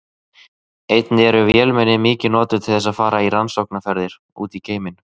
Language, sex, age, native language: Icelandic, male, 30-39, Icelandic